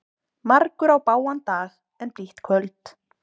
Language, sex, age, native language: Icelandic, female, 20-29, Icelandic